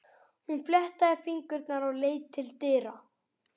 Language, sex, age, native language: Icelandic, male, 11, Icelandic